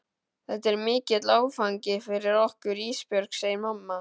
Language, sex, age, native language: Icelandic, male, 12, Icelandic